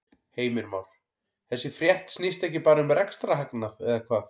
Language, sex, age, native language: Icelandic, male, 40-49, Icelandic